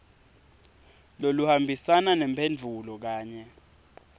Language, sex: Swati, male